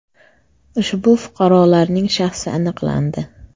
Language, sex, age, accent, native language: Uzbek, female, 25-34, Namangan, Uzbek